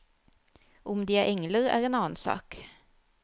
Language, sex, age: Norwegian, female, 34